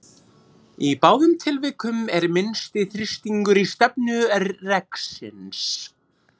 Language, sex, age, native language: Icelandic, female, 30-39, Icelandic